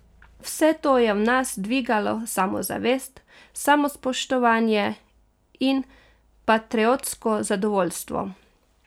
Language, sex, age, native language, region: Slovenian, female, 30-49, Slovenian, Carinthia region